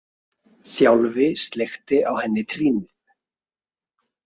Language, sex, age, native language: Icelandic, male, 30-39, Icelandic